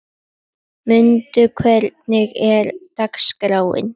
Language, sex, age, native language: Icelandic, female, 11, Icelandic